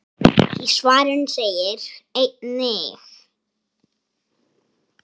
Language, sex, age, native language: Icelandic, male, 7, Icelandic